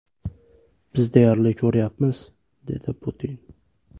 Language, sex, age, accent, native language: Uzbek, male, 18-24, Farg'ona, Uzbek